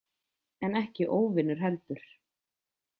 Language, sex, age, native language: Icelandic, female, 20-29, Icelandic